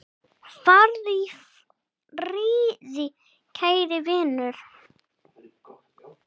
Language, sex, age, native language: Icelandic, female, 6, English